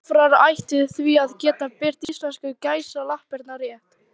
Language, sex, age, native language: Icelandic, female, 18-19, Icelandic